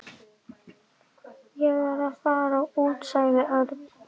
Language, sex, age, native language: Icelandic, male, 11, Icelandic